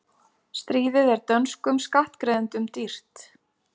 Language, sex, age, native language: Icelandic, female, 30-39, Icelandic